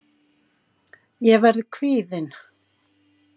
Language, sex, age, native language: Icelandic, female, 50-59, Icelandic